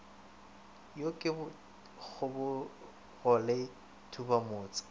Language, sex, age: Northern Sotho, male, 25